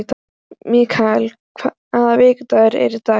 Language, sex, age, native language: Icelandic, male, 11, Icelandic